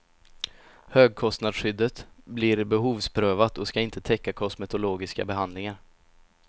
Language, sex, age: Swedish, male, 17